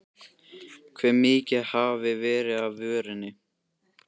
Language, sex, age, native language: Icelandic, male, 13, Icelandic